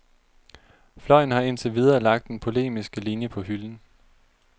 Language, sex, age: Danish, male, 30